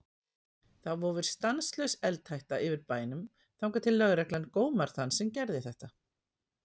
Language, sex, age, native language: Icelandic, female, 50-59, Icelandic